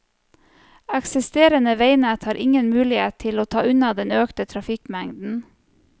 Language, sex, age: Norwegian, female, 34